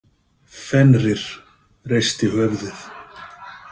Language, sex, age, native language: Icelandic, male, 50-59, Icelandic